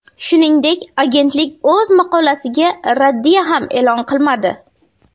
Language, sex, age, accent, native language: Uzbek, female, under 19, Navoiy, Uzbek